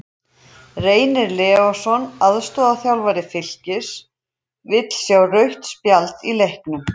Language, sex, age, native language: Icelandic, female, 40-49, Icelandic